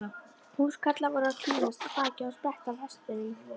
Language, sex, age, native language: Icelandic, female, 11, Icelandic